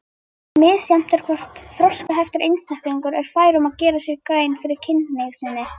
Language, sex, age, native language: Icelandic, female, 50-59, Icelandic